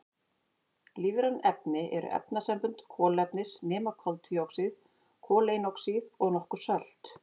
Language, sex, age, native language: Icelandic, female, 40-49, Icelandic